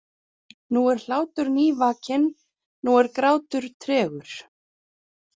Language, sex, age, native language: Icelandic, female, 40-49, Icelandic